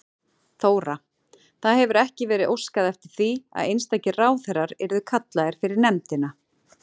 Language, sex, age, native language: Icelandic, female, 40-49, Icelandic